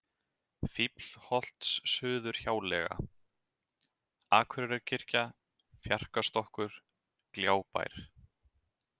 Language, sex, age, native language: Icelandic, male, 30-39, Icelandic